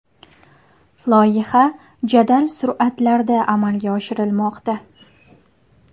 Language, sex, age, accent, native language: Uzbek, female, 18-24, Qashqadaryo, Uzbek